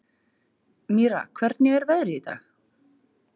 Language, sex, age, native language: Icelandic, female, 30-39, Icelandic